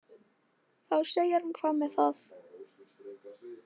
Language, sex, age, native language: Icelandic, female, 15, Icelandic